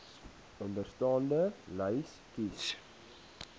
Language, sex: Afrikaans, male